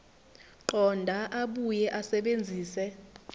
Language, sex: Zulu, female